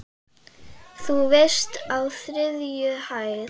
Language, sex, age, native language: Icelandic, female, 8, Icelandic